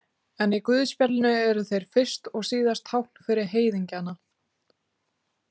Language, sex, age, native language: Icelandic, female, 18-19, Icelandic